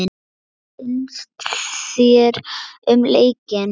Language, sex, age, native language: Icelandic, female, 9, Lithuanian